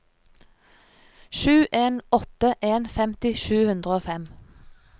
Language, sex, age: Norwegian, female, 30